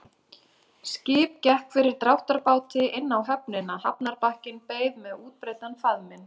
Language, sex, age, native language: Icelandic, female, 30-39, Icelandic